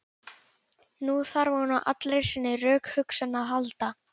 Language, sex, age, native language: Icelandic, female, 11, Icelandic